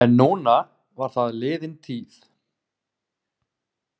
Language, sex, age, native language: Icelandic, male, 30-39, Icelandic